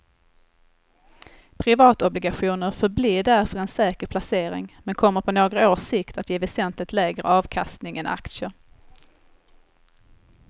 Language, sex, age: Swedish, female, 21